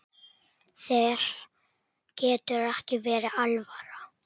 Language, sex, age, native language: Icelandic, male, 8, Icelandic